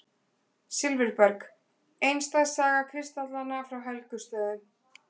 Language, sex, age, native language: Icelandic, female, 20-29, Icelandic